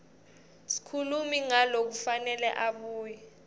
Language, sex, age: Swati, female, 18